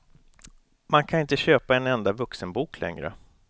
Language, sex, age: Swedish, male, 29